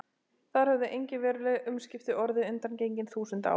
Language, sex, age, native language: Icelandic, male, 12, Icelandic